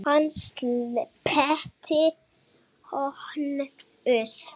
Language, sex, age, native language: Icelandic, female, 8, Icelandic